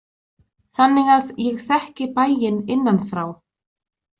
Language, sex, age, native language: Icelandic, female, 20-29, Icelandic